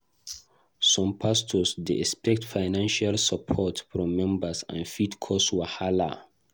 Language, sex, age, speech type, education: Nigerian Pidgin, male, 15-29, read, tertiary